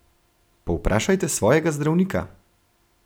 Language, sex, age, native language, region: Slovenian, male, 18-29, Slovenian, Gorenjska region